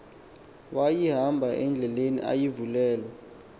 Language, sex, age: Xhosa, male, 19